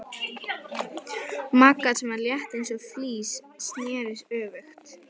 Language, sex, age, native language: Icelandic, female, 11, Icelandic